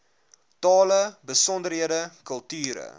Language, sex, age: Afrikaans, male, 21